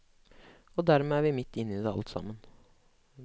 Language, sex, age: Norwegian, male, 25